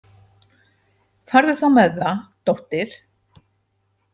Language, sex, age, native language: Icelandic, female, 70-79, Icelandic